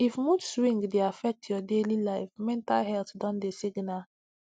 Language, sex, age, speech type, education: Nigerian Pidgin, female, 15-29, spontaneous, tertiary